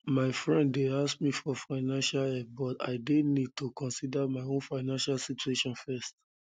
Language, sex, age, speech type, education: Nigerian Pidgin, male, 30-45, spontaneous, tertiary